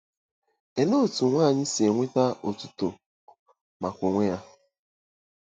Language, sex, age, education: Igbo, male, 15-29, tertiary